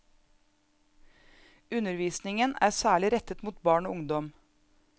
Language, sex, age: Norwegian, female, 34